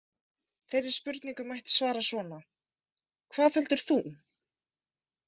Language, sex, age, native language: Icelandic, female, 20-29, Icelandic